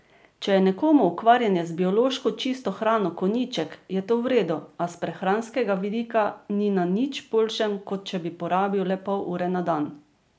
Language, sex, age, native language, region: Slovenian, female, 50-59, Slovenian, Drava region